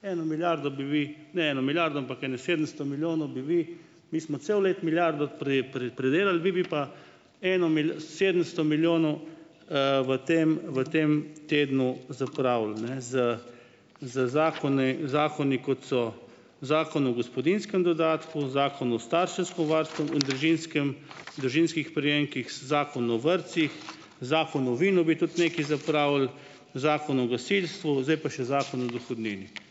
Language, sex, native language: Slovenian, male, Slovenian